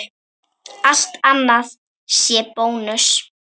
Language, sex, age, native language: Icelandic, female, 9, Icelandic